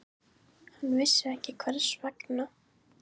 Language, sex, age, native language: Icelandic, female, 10, Icelandic